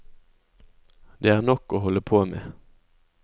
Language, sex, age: Norwegian, male, 20